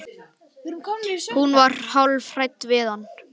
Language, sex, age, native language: Icelandic, male, 11, Icelandic